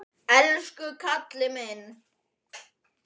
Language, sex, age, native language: Icelandic, male, 10, Icelandic